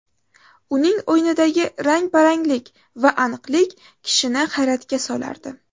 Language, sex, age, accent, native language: Uzbek, female, 18-24, Toshkent shahri, Uzbek